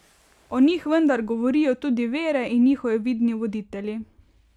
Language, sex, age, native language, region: Slovenian, female, 18-29, Slovenian, Carinthia region